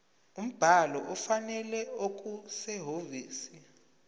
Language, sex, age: Zulu, male, 23